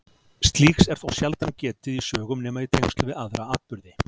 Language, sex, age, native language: Icelandic, male, 40-49, Icelandic